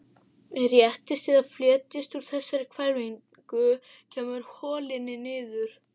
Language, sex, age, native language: Icelandic, female, 11, Icelandic